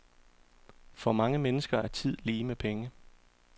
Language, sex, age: Danish, male, 34